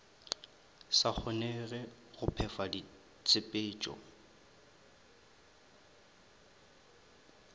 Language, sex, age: Northern Sotho, male, 23